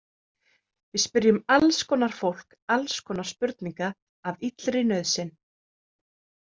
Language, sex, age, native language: Icelandic, female, 30-39, Icelandic